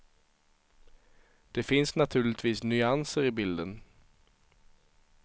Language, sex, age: Swedish, male, 23